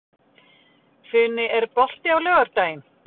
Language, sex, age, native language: Icelandic, female, 50-59, Icelandic